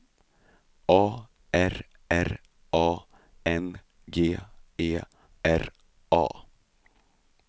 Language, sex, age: Swedish, male, 35